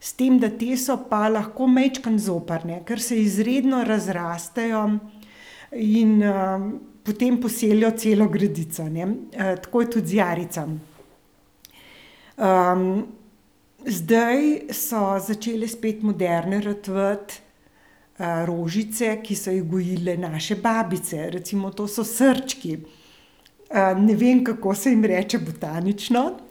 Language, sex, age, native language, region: Slovenian, female, 60+, Slovenian, Central Slovenia